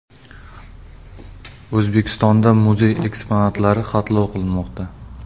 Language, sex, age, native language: Uzbek, male, 25-34, Uzbek